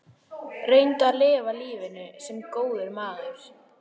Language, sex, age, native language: Icelandic, female, 13, Icelandic